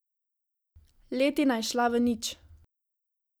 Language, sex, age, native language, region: Slovenian, female, 18-29, Slovenian, Savinja region